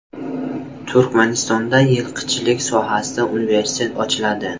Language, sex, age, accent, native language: Uzbek, male, 19-29, Buxoro, Uzbek